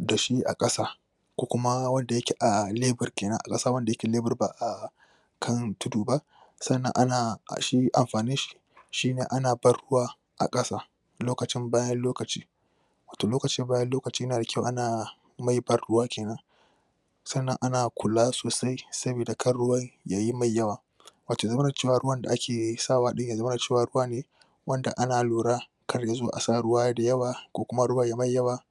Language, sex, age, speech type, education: Hausa, male, 15-29, spontaneous, tertiary